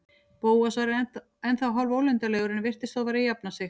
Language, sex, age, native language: Icelandic, female, 40-49, Icelandic